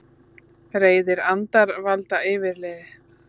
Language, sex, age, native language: Icelandic, female, 30-39, Icelandic